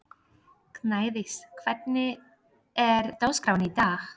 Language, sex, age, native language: Icelandic, female, 30-39, Polish